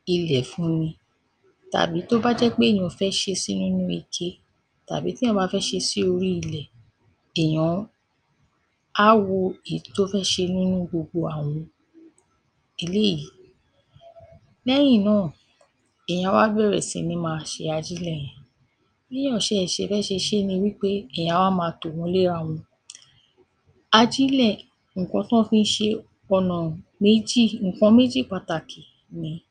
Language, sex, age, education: Yoruba, female, 46-60, tertiary